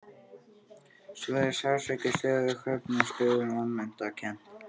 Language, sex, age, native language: Icelandic, male, 13, Icelandic